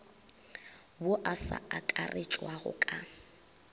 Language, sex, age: Northern Sotho, female, 22